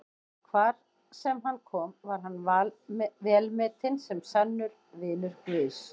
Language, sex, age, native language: Icelandic, female, 20-29, Icelandic